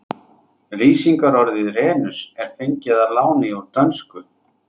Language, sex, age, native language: Icelandic, male, 30-39, Icelandic